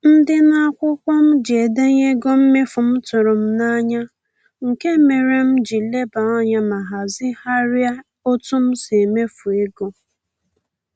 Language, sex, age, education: Igbo, female, 15-29, tertiary